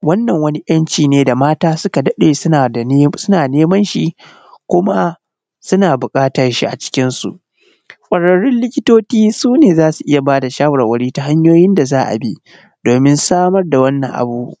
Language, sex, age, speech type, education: Hausa, male, 30-45, spontaneous, primary